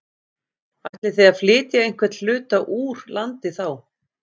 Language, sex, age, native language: Icelandic, female, 50-59, Icelandic